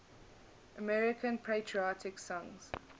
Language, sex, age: English, female, 21